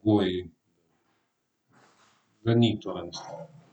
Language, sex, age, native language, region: Slovenian, male, 30-49, Slovenian, Southeast Slovenia